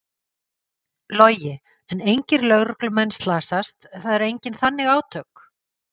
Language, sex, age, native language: Icelandic, female, 50-59, Icelandic